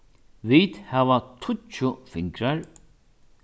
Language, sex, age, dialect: Faroese, male, 61+, Norðurstreymoy/Eysturoy